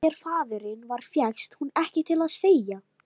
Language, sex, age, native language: Icelandic, female, 13, Icelandic